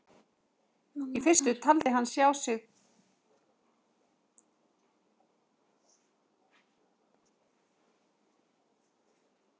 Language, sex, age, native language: Icelandic, female, 40-49, Icelandic